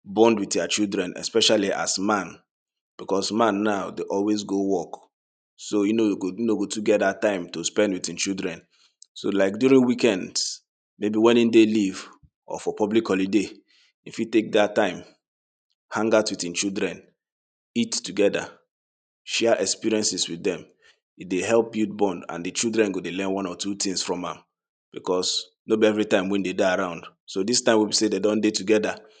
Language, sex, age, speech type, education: Nigerian Pidgin, male, 30-45, spontaneous, secondary